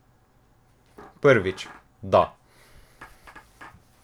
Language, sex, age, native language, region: Slovenian, male, 18-29, Slovenian, Drava region